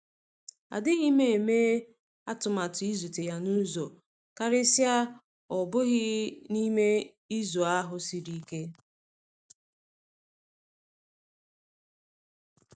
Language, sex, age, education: Igbo, female, 30-45, tertiary